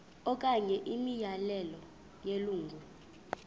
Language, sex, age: Xhosa, female, 26